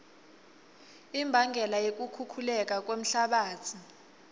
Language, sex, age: Swati, female, 21